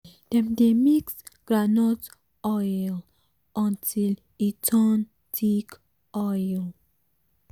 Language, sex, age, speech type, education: Nigerian Pidgin, female, 15-29, spontaneous, tertiary